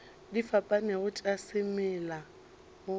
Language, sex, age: Northern Sotho, female, 23